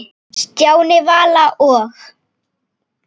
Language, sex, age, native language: Icelandic, female, 9, Icelandic